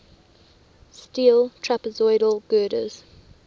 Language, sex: English, female